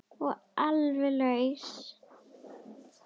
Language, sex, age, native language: Icelandic, female, 10, Icelandic